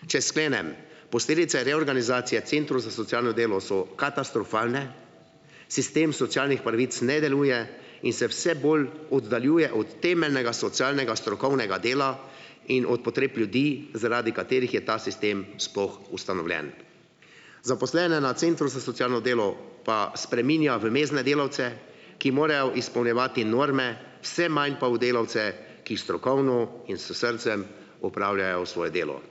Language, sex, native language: Slovenian, male, Slovenian